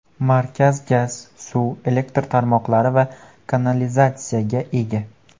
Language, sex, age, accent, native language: Uzbek, male, 18-24, Farg'ona, Uzbek